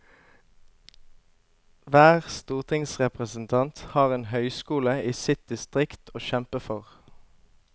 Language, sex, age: Norwegian, male, 25